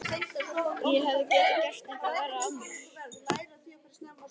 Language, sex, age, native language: Icelandic, female, 11, Icelandic